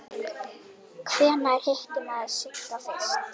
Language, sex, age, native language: Icelandic, female, 10, Icelandic